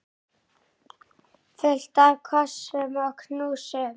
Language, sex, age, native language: Icelandic, male, 9, Icelandic